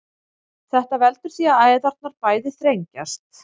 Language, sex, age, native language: Icelandic, female, 30-39, Icelandic